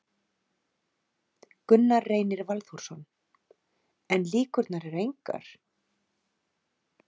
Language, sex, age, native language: Icelandic, female, 40-49, Icelandic